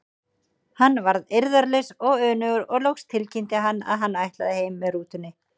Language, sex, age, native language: Icelandic, female, 30-39, Icelandic